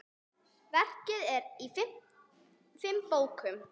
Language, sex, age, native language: Icelandic, female, 6, Icelandic